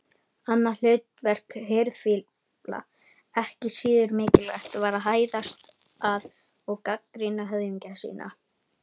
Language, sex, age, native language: Icelandic, male, 18-19, Icelandic